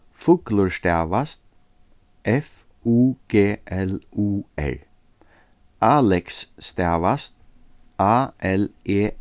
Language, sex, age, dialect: Faroese, male, 36-60, Suðurstreymoy